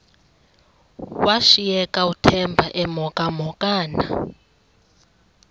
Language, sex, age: Xhosa, female, 23